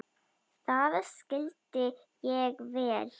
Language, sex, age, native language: Icelandic, female, 9, Icelandic